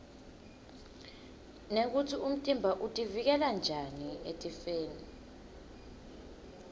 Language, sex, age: Swati, female, 22